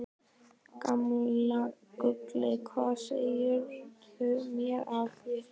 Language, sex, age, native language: Icelandic, male, 12, Icelandic